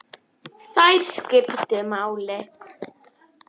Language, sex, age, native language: Icelandic, female, 10, Icelandic